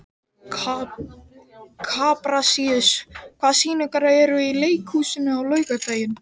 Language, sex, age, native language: Icelandic, male, 13, Icelandic